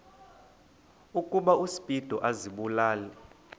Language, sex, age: Xhosa, male, 20